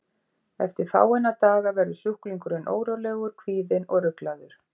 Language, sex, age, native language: Icelandic, female, 50-59, Icelandic